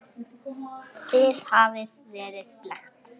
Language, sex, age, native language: Icelandic, female, 9, Icelandic